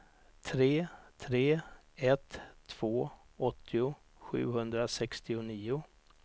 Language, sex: Swedish, male